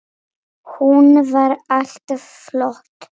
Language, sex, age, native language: Icelandic, female, 8, Polish